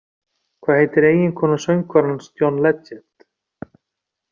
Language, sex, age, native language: Icelandic, male, 40-49, Icelandic